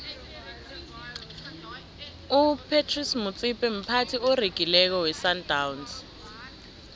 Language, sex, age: South Ndebele, female, 19